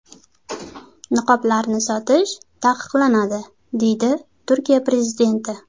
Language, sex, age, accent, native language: Uzbek, female, 25-34, Sirdaryo, Uzbek